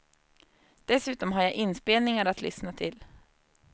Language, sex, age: Swedish, female, 30